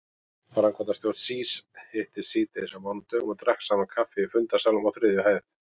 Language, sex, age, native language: Icelandic, male, 40-49, Icelandic